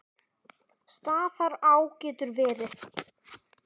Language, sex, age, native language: Icelandic, female, 10, Icelandic